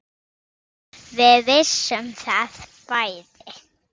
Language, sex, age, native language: Icelandic, female, 6, Icelandic